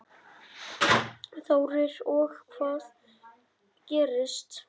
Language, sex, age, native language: Icelandic, male, 9, Icelandic